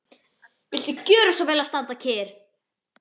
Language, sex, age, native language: Icelandic, female, 12, Icelandic